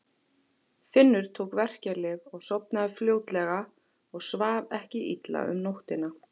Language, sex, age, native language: Icelandic, female, 40-49, Icelandic